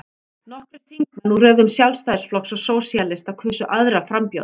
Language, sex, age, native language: Icelandic, female, 40-49, Icelandic